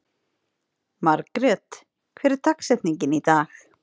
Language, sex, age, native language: Icelandic, female, 30-39, Icelandic